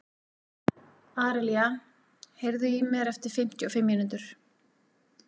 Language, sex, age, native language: Icelandic, female, 40-49, Icelandic